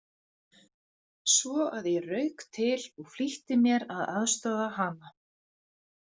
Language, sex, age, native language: Icelandic, female, 40-49, Icelandic